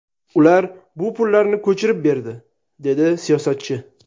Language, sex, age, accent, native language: Uzbek, male, 19-29, Sirdaryo, Uzbek